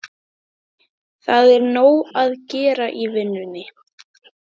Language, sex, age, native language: Icelandic, female, 12, Icelandic